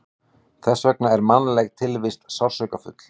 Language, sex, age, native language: Icelandic, male, 18-19, Icelandic